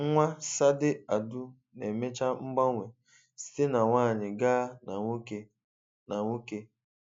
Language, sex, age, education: Igbo, male, 15-29, tertiary